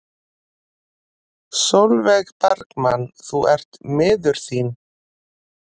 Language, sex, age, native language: Icelandic, female, 40-49, Icelandic